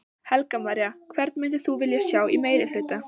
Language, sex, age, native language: Icelandic, female, 15, Icelandic